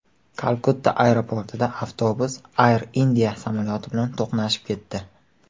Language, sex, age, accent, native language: Uzbek, male, 18-24, Qashqadaryo, Uzbek